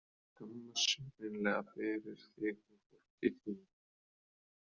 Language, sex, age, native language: Icelandic, male, 30-39, Icelandic